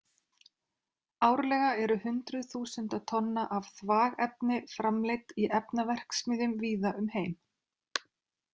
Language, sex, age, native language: Icelandic, female, 30-39, Icelandic